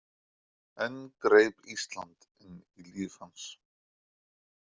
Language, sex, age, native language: Icelandic, male, 20-29, Icelandic